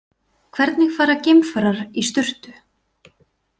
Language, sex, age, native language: Icelandic, female, 40-49, Icelandic